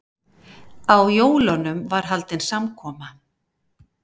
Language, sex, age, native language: Icelandic, female, 50-59, Icelandic